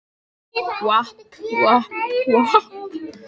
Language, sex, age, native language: Icelandic, female, 20-29, Icelandic